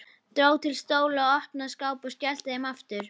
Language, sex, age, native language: Icelandic, female, 11, Icelandic